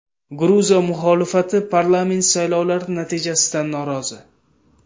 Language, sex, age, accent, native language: Uzbek, male, 18-24, Samarqand, Uzbek